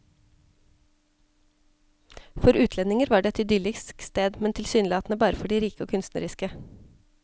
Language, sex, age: Norwegian, female, 34